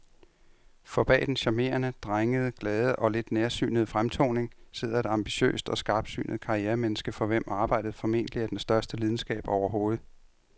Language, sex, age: Danish, male, 33